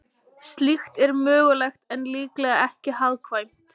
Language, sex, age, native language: Icelandic, female, 20-29, Icelandic